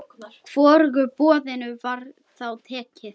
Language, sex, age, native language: Icelandic, female, 10, Icelandic